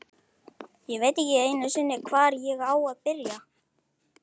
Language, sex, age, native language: Icelandic, male, 11, Icelandic